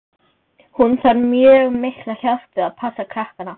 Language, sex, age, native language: Icelandic, female, 12, Icelandic